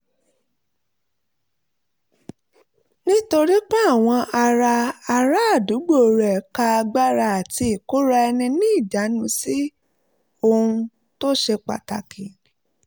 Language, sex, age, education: Yoruba, female, 30-45, tertiary